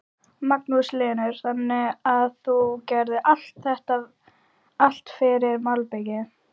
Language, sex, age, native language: Icelandic, female, 12, Icelandic